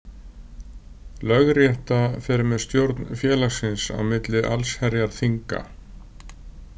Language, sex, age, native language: Icelandic, male, 60-69, Icelandic